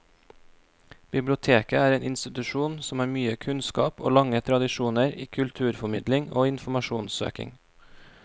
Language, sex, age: Norwegian, male, 26